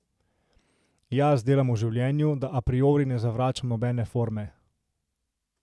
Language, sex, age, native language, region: Slovenian, male, 18-29, Slovenian, Central Slovenia